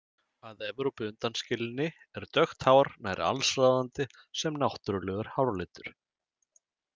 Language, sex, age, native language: Icelandic, male, 30-39, Icelandic